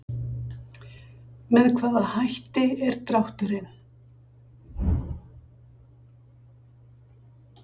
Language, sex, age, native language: Icelandic, female, 60-69, Icelandic